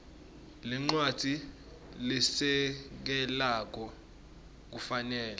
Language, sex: Swati, male